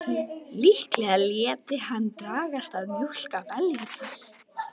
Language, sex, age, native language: Icelandic, female, 12, Icelandic